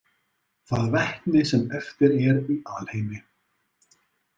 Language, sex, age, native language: Icelandic, male, 30-39, Icelandic